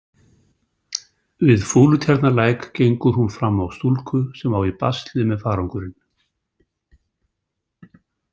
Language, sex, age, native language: Icelandic, male, 60-69, Icelandic